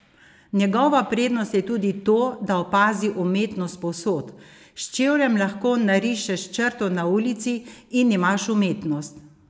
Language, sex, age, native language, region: Slovenian, female, 50-59, Slovenian, Savinja region